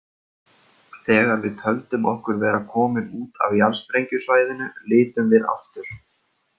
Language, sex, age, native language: Icelandic, male, 30-39, Icelandic